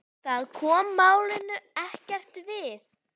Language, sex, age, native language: Icelandic, male, 10, Icelandic